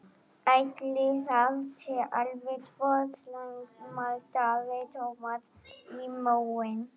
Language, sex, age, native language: Icelandic, female, 11, Icelandic